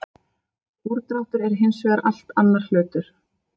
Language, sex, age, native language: Icelandic, female, 30-39, Icelandic